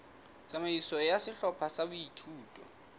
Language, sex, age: Southern Sotho, male, 18